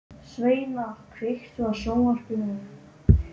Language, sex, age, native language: Icelandic, male, 12, Icelandic